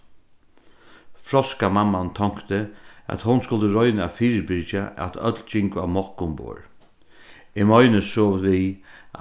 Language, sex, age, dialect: Faroese, male, 36-60, Norðurstreymoy/Eysturoy